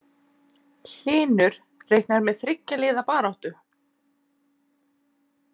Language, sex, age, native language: Icelandic, female, 40-49, Icelandic